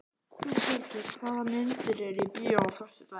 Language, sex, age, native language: Icelandic, male, 11, Icelandic